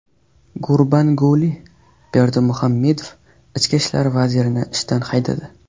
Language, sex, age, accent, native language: Uzbek, male, 18-24, Qashqadaryo, Uzbek